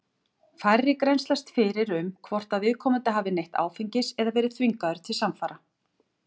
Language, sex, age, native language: Icelandic, female, 40-49, Icelandic